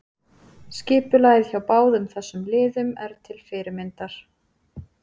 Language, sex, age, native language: Icelandic, female, 30-39, Icelandic